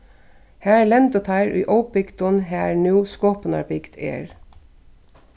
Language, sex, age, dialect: Faroese, female, 36-60, Suðurstreymoy